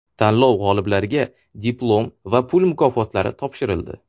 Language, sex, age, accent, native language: Uzbek, male, 18-24, Sirdaryo, Uzbek